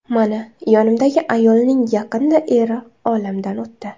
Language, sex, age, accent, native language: Uzbek, female, 19-29, Samarqand, Uzbek